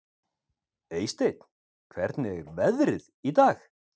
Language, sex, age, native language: Icelandic, male, 50-59, Icelandic